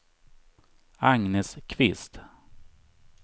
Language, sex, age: Swedish, male, 39